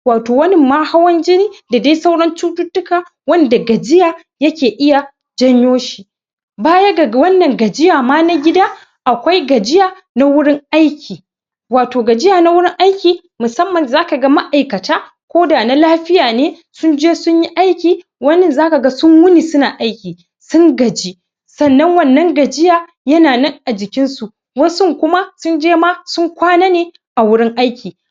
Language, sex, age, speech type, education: Hausa, male, 15-29, spontaneous, secondary